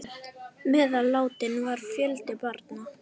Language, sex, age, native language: Icelandic, female, 10, Icelandic